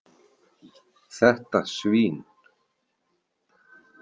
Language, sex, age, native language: Icelandic, male, 40-49, Icelandic